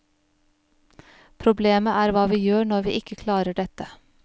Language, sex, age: Norwegian, female, 41